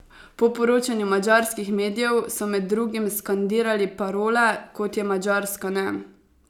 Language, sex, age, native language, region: Slovenian, female, 18-29, Slovenian, Savinja region